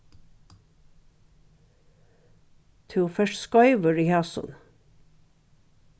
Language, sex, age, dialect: Faroese, female, 61+, Norðuroyggjar